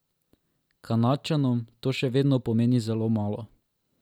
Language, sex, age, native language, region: Slovenian, male, 12-17, Slovenian, Drava region